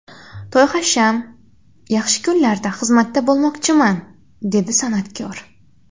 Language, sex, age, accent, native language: Uzbek, female, 19-29, Xorazm, Uzbek